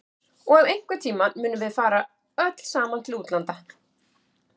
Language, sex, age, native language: Icelandic, female, 40-49, Icelandic